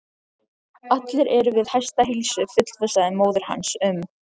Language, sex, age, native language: Icelandic, other, 13, Icelandic